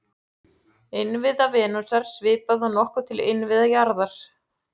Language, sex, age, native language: Icelandic, female, 40-49, Icelandic